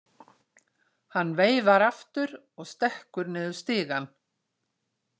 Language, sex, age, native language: Icelandic, female, 60-69, Icelandic